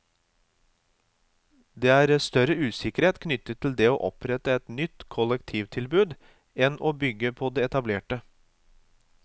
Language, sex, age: Norwegian, male, 36